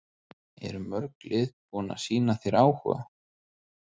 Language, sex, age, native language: Icelandic, male, 30-39, Icelandic